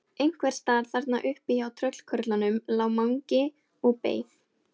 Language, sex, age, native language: Icelandic, female, 17, Icelandic